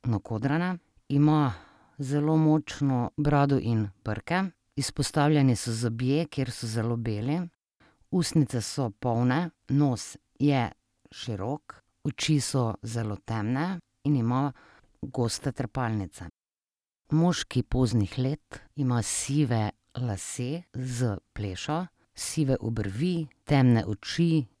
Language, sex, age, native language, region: Slovenian, female, 30-49, Slovenian, Drava region